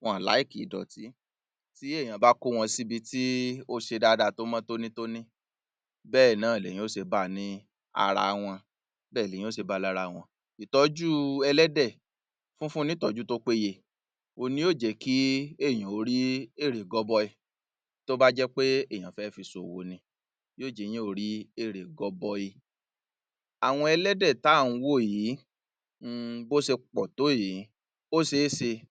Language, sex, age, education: Yoruba, male, 30-45, tertiary